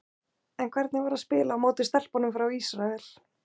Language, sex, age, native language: Icelandic, female, 20-29, Icelandic